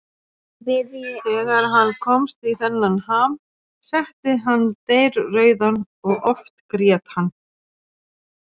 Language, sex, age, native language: Icelandic, female, 40-49, Icelandic